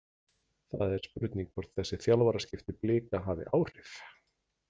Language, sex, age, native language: Icelandic, male, 40-49, Icelandic